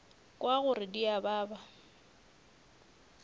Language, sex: Northern Sotho, female